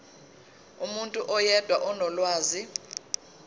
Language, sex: Zulu, female